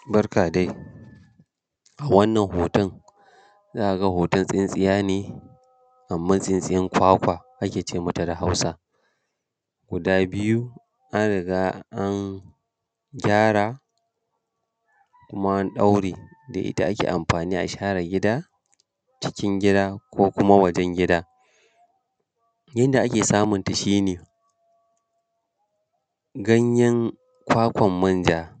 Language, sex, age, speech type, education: Hausa, male, 30-45, spontaneous, primary